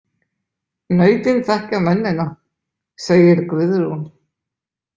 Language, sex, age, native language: Icelandic, male, 20-29, Icelandic